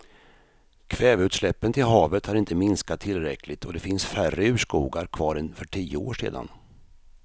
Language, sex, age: Swedish, male, 53